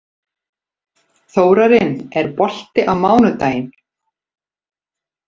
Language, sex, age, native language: Icelandic, female, 50-59, Icelandic